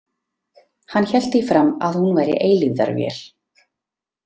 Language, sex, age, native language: Icelandic, female, 30-39, Icelandic